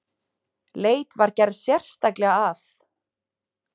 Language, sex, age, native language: Icelandic, female, 20-29, Icelandic